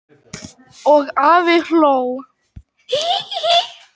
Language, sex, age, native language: Icelandic, female, 18-19, Icelandic